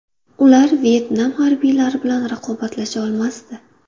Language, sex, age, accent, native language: Uzbek, female, 25-34, Buxoro, Uzbek